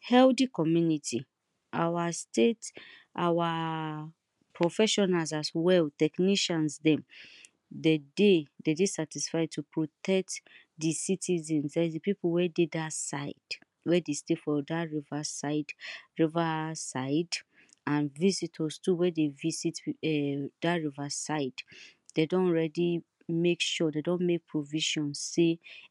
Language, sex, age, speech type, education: Nigerian Pidgin, female, 30-45, spontaneous, tertiary